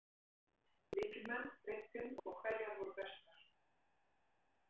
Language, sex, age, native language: Icelandic, female, 60-69, Icelandic